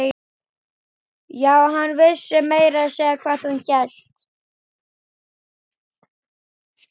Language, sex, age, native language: Icelandic, female, 12, Icelandic